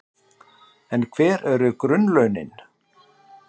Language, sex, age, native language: Icelandic, male, 60-69, Icelandic